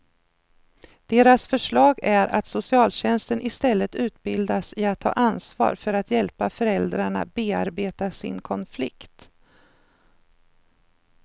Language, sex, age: Swedish, female, 53